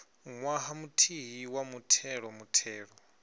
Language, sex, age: Venda, male, 22